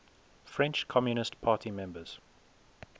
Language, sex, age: English, male, 19